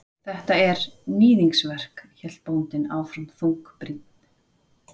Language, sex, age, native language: Icelandic, female, 40-49, Icelandic